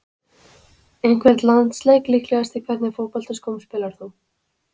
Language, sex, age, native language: Icelandic, female, 20-29, Icelandic